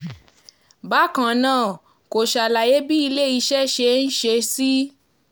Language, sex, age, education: Yoruba, female, 15-29, tertiary